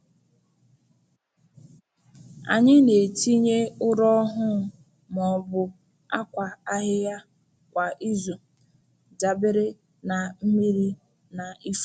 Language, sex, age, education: Igbo, female, 15-29, tertiary